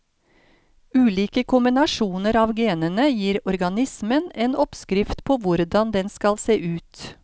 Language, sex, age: Norwegian, female, 53